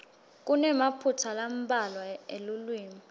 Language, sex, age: Swati, female, 20